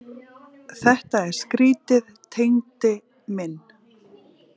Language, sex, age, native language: Icelandic, female, 40-49, Icelandic